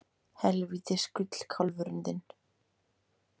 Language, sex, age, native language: Icelandic, female, 18-19, Icelandic